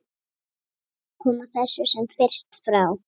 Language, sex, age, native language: Icelandic, female, 7, Icelandic